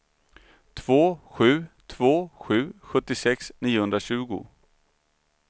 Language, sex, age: Swedish, male, 39